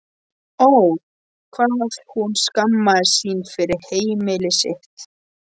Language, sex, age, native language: Icelandic, male, 13, Polish